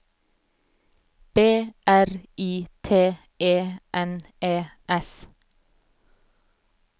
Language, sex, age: Norwegian, female, 34